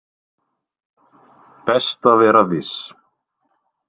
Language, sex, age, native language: Icelandic, male, 20-29, Icelandic